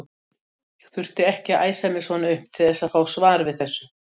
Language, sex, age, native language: Icelandic, female, 60-69, Icelandic